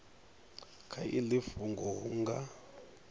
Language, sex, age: Venda, male, 39